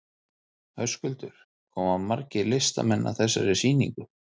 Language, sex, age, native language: Icelandic, male, 30-39, Icelandic